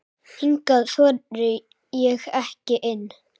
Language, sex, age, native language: Icelandic, female, 7, Icelandic